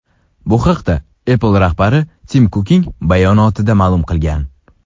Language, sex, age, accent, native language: Uzbek, male, under 19, Sirdaryo, Uzbek